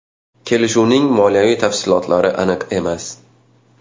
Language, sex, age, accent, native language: Uzbek, male, 19-29, Xorazm, Uzbek